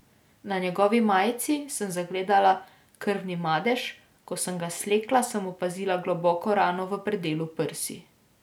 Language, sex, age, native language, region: Slovenian, female, 18-29, Slovenian, Drava region